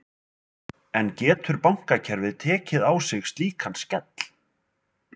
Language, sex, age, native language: Icelandic, male, 20-29, Icelandic